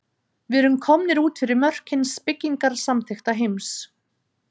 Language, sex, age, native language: Icelandic, female, 30-39, Icelandic